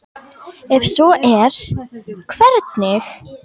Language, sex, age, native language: Icelandic, female, 10, Icelandic